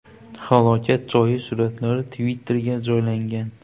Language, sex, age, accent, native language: Uzbek, male, 18-24, Qoraqalpog'iston, Uzbek